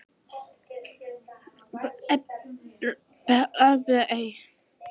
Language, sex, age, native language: Icelandic, female, 11, Icelandic